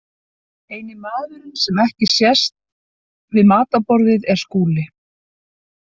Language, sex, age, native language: Icelandic, female, 60-69, Icelandic